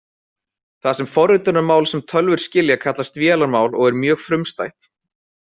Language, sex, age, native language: Icelandic, male, 20-29, Icelandic